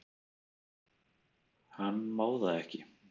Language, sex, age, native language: Icelandic, male, 30-39, Icelandic